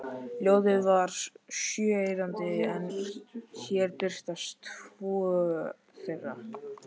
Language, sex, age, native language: Icelandic, male, 13, Icelandic